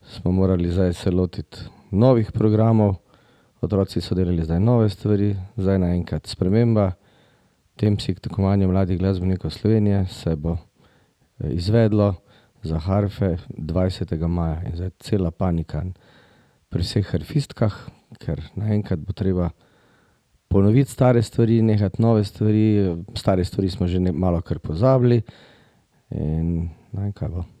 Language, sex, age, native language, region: Slovenian, male, 50-59, Slovenian, Drava region